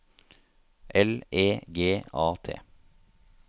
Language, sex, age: Norwegian, male, 30